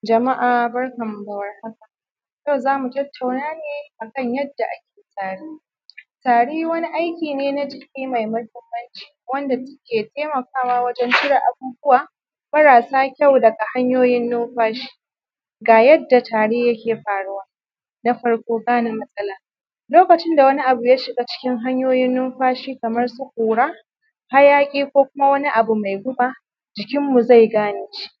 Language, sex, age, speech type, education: Hausa, female, 30-45, spontaneous, primary